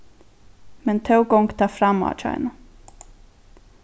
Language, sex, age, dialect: Faroese, female, 15-35, Norðurstreymoy/Eysturoy